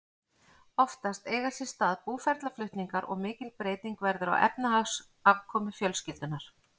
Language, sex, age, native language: Icelandic, female, 40-49, Icelandic